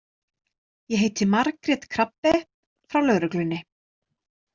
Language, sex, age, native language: Icelandic, female, 30-39, Icelandic